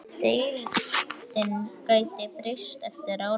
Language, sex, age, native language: Icelandic, male, 8, Icelandic